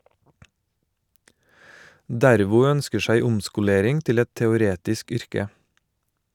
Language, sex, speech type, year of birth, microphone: Norwegian, male, read, 1970, Shure